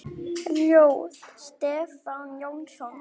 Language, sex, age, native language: Icelandic, female, 9, Icelandic